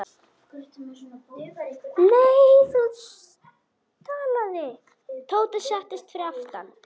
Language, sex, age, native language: Icelandic, other, 10, Icelandic